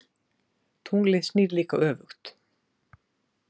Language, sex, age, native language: Icelandic, female, 60-69, Icelandic